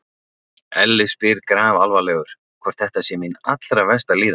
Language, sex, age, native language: Icelandic, male, 40-49, Icelandic